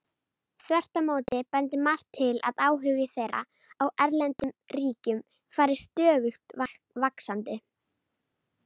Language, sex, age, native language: Icelandic, female, 30-39, Icelandic